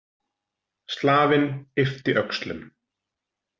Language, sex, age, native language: Icelandic, male, 40-49, Icelandic